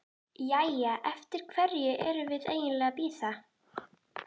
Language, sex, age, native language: Icelandic, female, 11, Icelandic